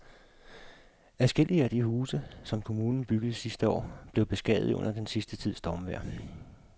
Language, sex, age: Danish, male, 52